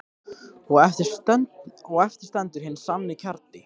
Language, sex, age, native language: Icelandic, male, 13, Icelandic